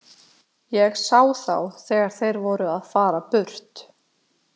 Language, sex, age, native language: Icelandic, female, 20-29, Icelandic